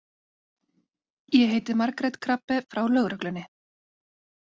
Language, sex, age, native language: Icelandic, female, 30-39, Icelandic